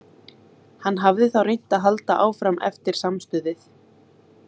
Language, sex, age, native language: Icelandic, female, 20-29, Icelandic